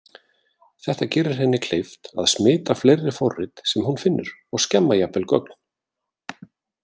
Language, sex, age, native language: Icelandic, male, 40-49, Icelandic